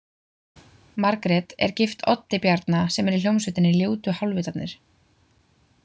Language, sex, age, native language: Icelandic, female, 20-29, Icelandic